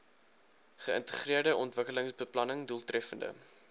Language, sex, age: Afrikaans, male, 19